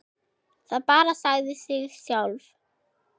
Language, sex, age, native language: Icelandic, female, 6, German